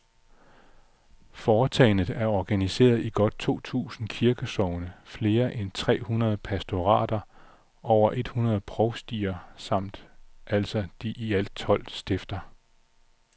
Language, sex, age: Danish, male, 46